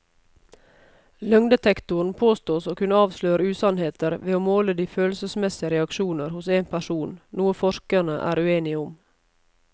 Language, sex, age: Norwegian, female, 31